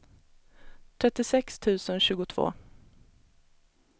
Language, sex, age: Swedish, female, 37